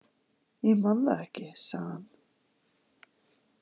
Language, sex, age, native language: Icelandic, female, 40-49, Icelandic